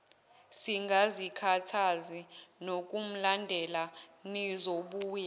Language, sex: Zulu, female